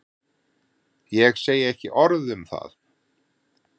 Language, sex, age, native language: Icelandic, male, 40-49, Icelandic